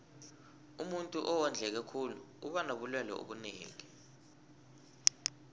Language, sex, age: South Ndebele, male, 20